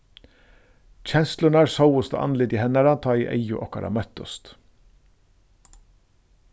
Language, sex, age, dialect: Faroese, male, 36-60, Suðurstreymoy